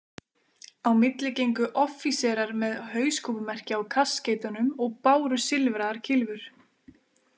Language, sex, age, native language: Icelandic, female, 20-29, Icelandic